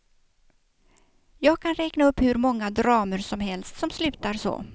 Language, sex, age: Swedish, female, 56